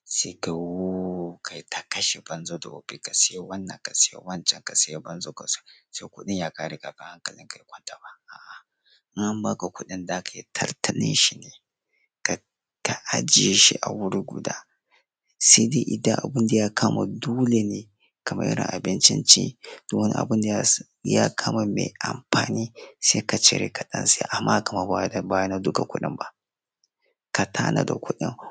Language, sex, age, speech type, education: Hausa, male, 15-29, spontaneous, secondary